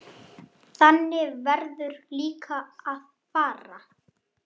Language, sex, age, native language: Icelandic, male, 7, Icelandic